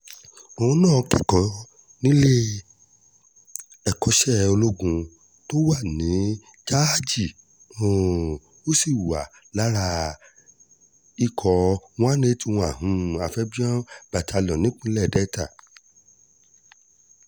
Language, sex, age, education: Yoruba, male, 30-45, tertiary